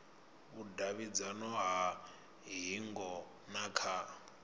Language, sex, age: Venda, male, 24